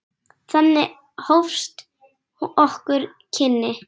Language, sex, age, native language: Icelandic, female, 10, Icelandic